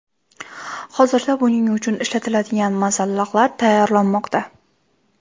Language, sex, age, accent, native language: Uzbek, female, 18-24, Toshkent shahri, Uzbek